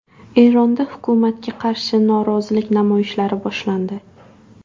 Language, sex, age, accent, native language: Uzbek, female, 18-24, Buxoro, Uzbek